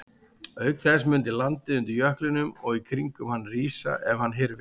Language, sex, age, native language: Icelandic, male, 40-49, Icelandic